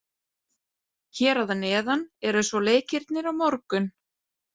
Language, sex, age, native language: Icelandic, female, 30-39, Icelandic